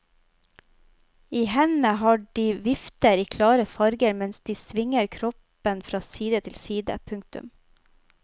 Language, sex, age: Norwegian, female, 25